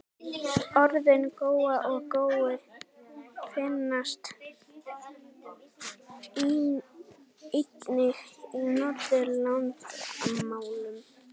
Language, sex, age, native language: Icelandic, female, 18-19, Icelandic